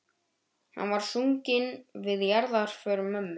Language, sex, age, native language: Icelandic, male, 12, Icelandic